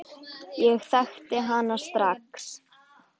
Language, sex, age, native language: Icelandic, female, 10, Icelandic